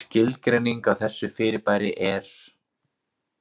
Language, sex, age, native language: Icelandic, male, 20-29, Icelandic